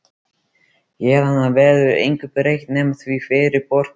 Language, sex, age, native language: Icelandic, male, 13, Icelandic